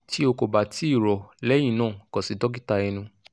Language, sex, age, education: Yoruba, male, 15-29, tertiary